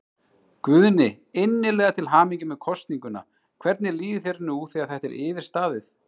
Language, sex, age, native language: Icelandic, male, 30-39, Icelandic